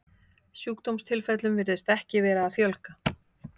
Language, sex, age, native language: Icelandic, female, 50-59, Icelandic